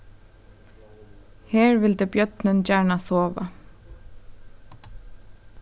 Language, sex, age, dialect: Faroese, female, 15-35, Suðurstreymoy